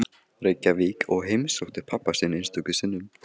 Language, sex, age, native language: Icelandic, male, 15, Icelandic